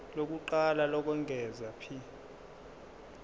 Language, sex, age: Zulu, male, 23